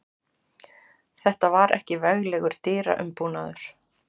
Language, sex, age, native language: Icelandic, female, 40-49, Icelandic